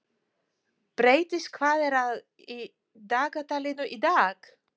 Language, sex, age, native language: Icelandic, female, 40-49, Polish